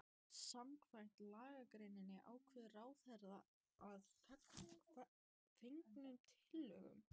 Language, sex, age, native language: Icelandic, female, 14, Icelandic